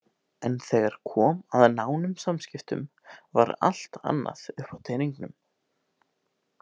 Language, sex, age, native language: Icelandic, male, 18-19, Icelandic